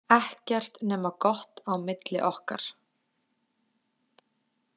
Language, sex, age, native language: Icelandic, female, 20-29, Icelandic